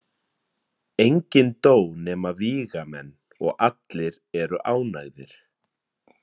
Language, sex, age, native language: Icelandic, male, 30-39, Icelandic